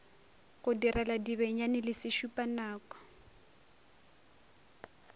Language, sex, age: Northern Sotho, female, 23